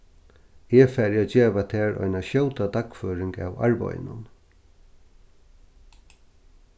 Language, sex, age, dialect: Faroese, male, 61+, Norðurstreymoy/Eysturoy